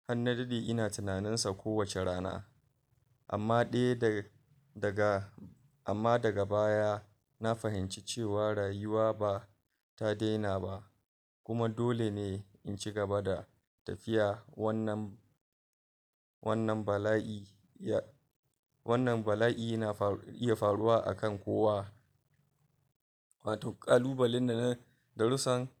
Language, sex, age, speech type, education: Hausa, male, 46-60, spontaneous, tertiary